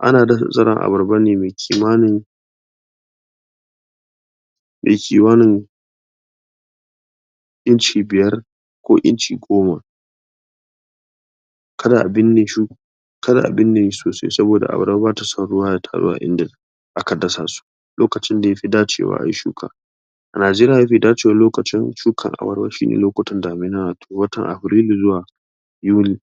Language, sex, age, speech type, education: Hausa, male, 46-60, spontaneous, tertiary